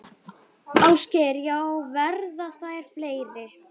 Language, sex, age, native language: Icelandic, female, 9, Icelandic